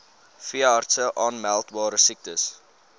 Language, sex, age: Afrikaans, male, 20